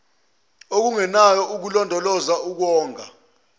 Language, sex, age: Zulu, male, 22